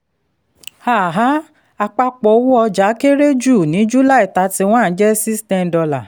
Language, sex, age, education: Yoruba, female, 30-45, tertiary